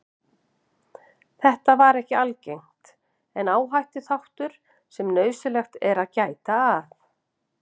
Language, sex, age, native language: Icelandic, female, 50-59, Icelandic